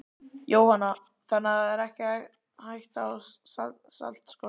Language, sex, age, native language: Icelandic, male, 12, Icelandic